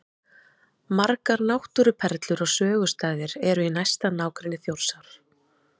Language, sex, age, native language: Icelandic, female, 30-39, Icelandic